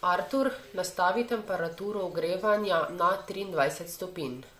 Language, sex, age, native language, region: Slovenian, female, 18-29, Slovenian, Savinja region